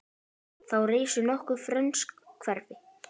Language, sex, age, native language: Icelandic, female, 10, Icelandic